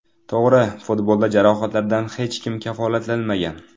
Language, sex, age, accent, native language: Uzbek, male, under 19, Toshkent viloyati, Uzbek